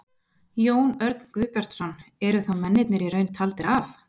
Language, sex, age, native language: Icelandic, female, 20-29, Icelandic